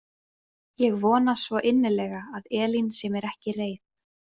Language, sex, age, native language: Icelandic, female, 20-29, Icelandic